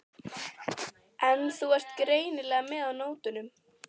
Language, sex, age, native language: Icelandic, female, 12, Icelandic